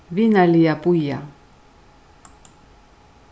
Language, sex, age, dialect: Faroese, female, 61+, Suðurstreymoy